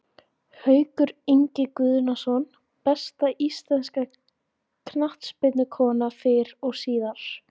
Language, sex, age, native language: Icelandic, female, 16, Icelandic